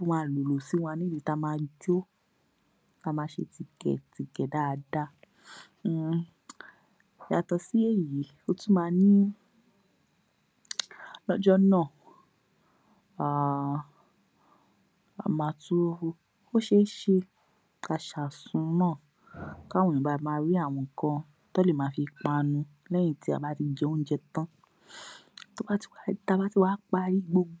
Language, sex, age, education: Yoruba, female, 46-60, tertiary